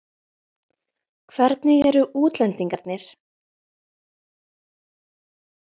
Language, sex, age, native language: Icelandic, female, 20-29, Icelandic